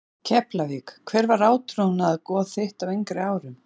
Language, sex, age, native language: Icelandic, female, 40-49, Icelandic